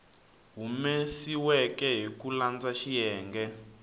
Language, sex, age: Tsonga, male, 19